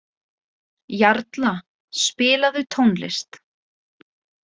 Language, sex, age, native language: Icelandic, female, 20-29, Icelandic